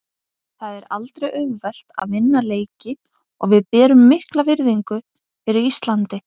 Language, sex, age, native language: Icelandic, female, 50-59, Icelandic